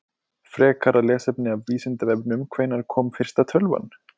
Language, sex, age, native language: Icelandic, male, 20-29, Icelandic